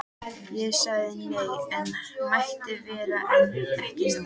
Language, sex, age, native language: Icelandic, female, 13, Icelandic